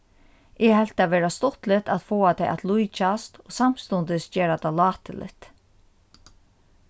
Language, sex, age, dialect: Faroese, female, 36-60, Norðurstreymoy/Eysturoy